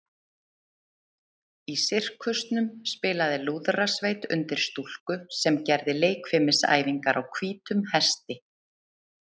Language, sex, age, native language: Icelandic, female, 30-39, Icelandic